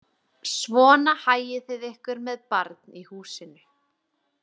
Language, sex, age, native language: Icelandic, female, 20-29, Icelandic